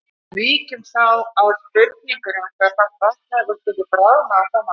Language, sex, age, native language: Icelandic, female, 60-69, Icelandic